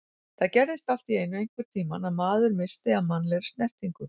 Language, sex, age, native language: Icelandic, female, 40-49, Icelandic